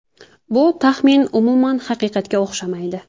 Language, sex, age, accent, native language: Uzbek, female, 19-29, Jizzax, Uzbek